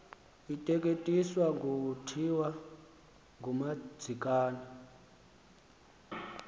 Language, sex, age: Xhosa, male, 19